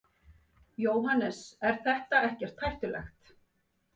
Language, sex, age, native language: Icelandic, female, 50-59, Icelandic